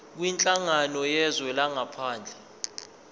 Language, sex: Zulu, male